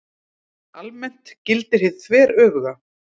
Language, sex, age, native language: Icelandic, female, 30-39, Icelandic